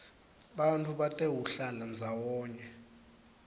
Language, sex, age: Swati, male, 19